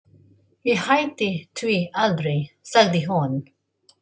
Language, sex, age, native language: Icelandic, female, 40-49, Filipino